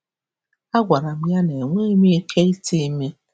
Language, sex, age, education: Igbo, female, 46-60, tertiary